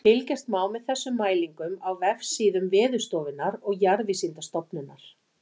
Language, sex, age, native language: Icelandic, female, 40-49, Icelandic